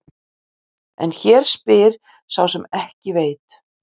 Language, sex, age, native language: Icelandic, female, 50-59, Icelandic